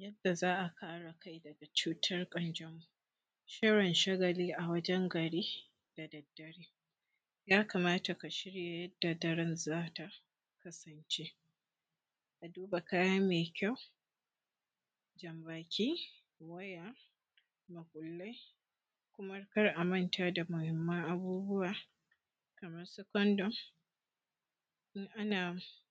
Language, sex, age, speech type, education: Hausa, female, 15-29, spontaneous, secondary